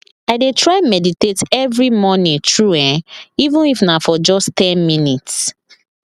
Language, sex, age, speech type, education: Nigerian Pidgin, female, 15-29, spontaneous, tertiary